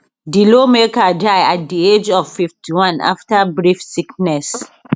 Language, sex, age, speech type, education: Nigerian Pidgin, female, 30-45, spontaneous, tertiary